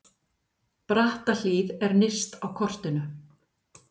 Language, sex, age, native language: Icelandic, female, 50-59, Icelandic